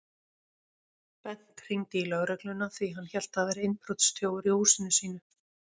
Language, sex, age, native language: Icelandic, female, 40-49, Icelandic